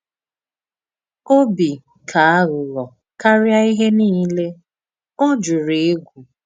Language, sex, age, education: Igbo, female, 15-29, tertiary